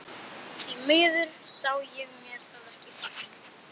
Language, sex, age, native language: Icelandic, male, 11, Icelandic